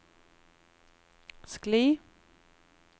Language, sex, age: Norwegian, female, 28